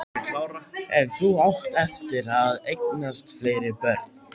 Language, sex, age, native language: Icelandic, male, 13, Icelandic